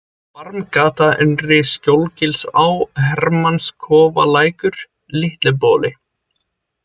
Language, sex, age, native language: Icelandic, male, 20-29, Icelandic